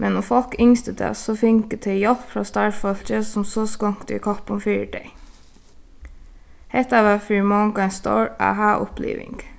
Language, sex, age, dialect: Faroese, female, 15-35, Suðuroy